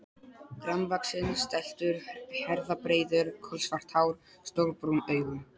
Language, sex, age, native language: Icelandic, male, 12, Polish